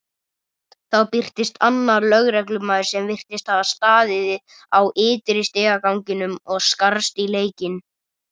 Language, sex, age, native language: Icelandic, male, 30-39, Icelandic